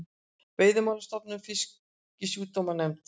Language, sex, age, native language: Icelandic, female, 60-69, Icelandic